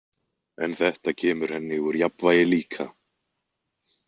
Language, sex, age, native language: Icelandic, male, 20-29, Icelandic